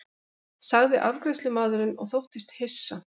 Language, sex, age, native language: Icelandic, female, 50-59, Icelandic